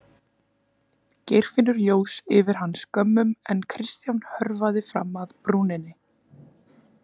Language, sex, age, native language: Icelandic, female, 20-29, Icelandic